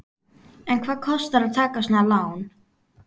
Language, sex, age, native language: Icelandic, female, 12, Icelandic